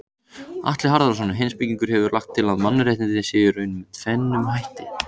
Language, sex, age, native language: Icelandic, male, 18-19, Icelandic